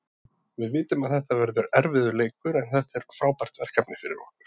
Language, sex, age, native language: Icelandic, male, 30-39, Icelandic